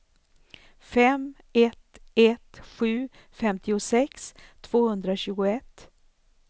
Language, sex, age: Swedish, female, 64